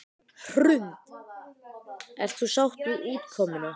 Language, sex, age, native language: Icelandic, other, 12, Icelandic